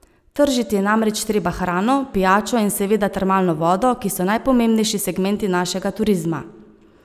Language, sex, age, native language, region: Slovenian, female, 30-49, Slovenian, Savinja region